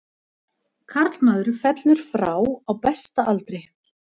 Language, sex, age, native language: Icelandic, female, 50-59, Icelandic